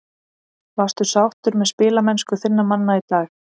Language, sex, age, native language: Icelandic, female, 30-39, Icelandic